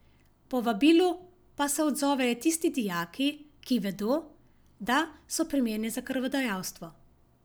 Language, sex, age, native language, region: Slovenian, female, 50-59, Slovenian, Savinja region